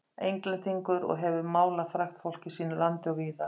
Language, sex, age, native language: Icelandic, female, 50-59, Icelandic